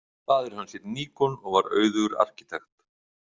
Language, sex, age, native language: Icelandic, male, 50-59, Icelandic